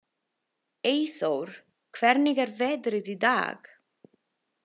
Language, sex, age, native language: Icelandic, female, 20-29, Italian